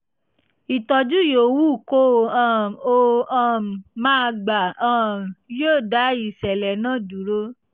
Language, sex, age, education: Yoruba, female, 15-29, tertiary